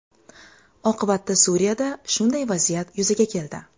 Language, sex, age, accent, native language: Uzbek, female, 25-34, Xorazm, Uzbek